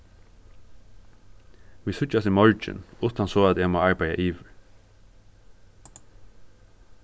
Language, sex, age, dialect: Faroese, male, 15-35, Suðurstreymoy